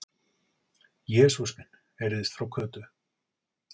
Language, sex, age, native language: Icelandic, male, 40-49, Icelandic